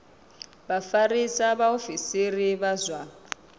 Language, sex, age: Venda, female, 26